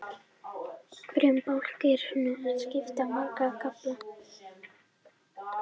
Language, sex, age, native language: Icelandic, male, 30-39, Icelandic